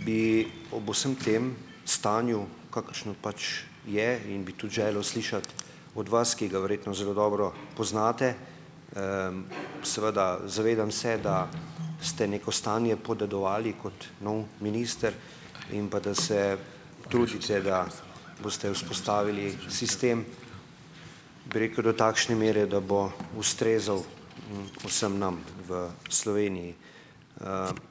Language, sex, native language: Slovenian, male, Slovenian